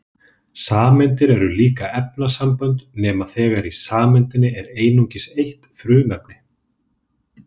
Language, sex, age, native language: Icelandic, male, 30-39, Icelandic